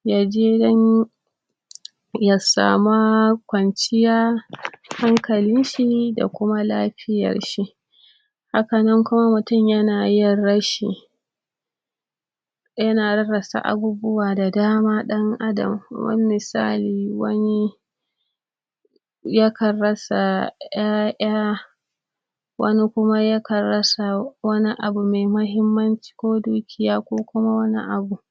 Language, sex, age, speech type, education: Hausa, female, 30-45, spontaneous, tertiary